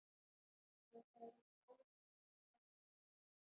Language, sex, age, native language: Icelandic, female, 9, Icelandic